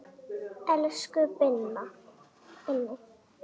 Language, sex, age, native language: Icelandic, female, 8, Icelandic